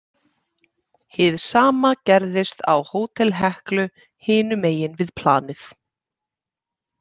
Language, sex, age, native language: Icelandic, female, 30-39, Icelandic